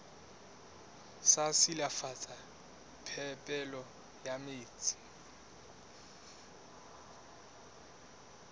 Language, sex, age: Southern Sotho, male, 19